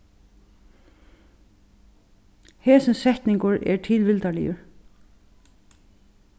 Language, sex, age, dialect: Faroese, female, 36-60, Suðurstreymoy